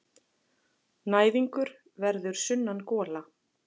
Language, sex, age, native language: Icelandic, female, 40-49, Icelandic